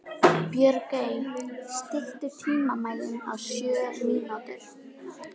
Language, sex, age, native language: Icelandic, female, 18-19, Icelandic